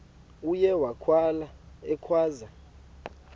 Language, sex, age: Xhosa, male, 19